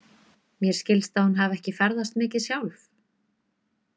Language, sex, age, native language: Icelandic, female, 20-29, Icelandic